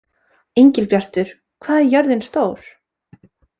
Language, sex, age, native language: Icelandic, female, 20-29, Icelandic